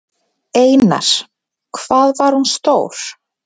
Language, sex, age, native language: Icelandic, female, 20-29, Icelandic